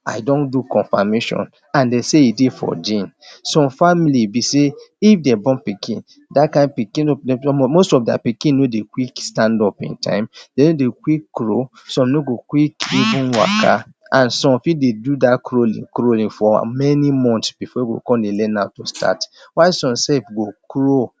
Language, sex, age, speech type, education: Nigerian Pidgin, male, 30-45, spontaneous, tertiary